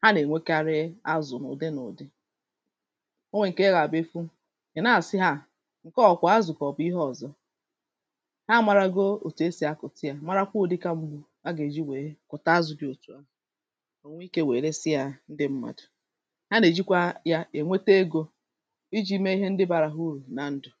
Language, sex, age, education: Igbo, female, 30-45, tertiary